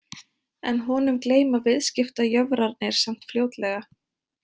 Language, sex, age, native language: Icelandic, female, 20-29, Icelandic